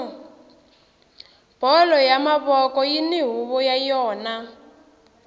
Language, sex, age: Tsonga, female, 18